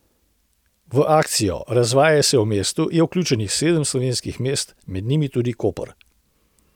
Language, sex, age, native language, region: Slovenian, male, 60+, Slovenian, Central Slovenia